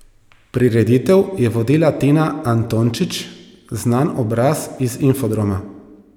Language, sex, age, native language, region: Slovenian, male, 30-49, Slovenian, Savinja region